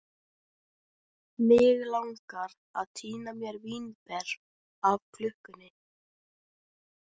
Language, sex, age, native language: Icelandic, female, 13, Icelandic